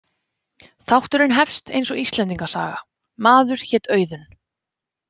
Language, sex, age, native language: Icelandic, female, 20-29, Icelandic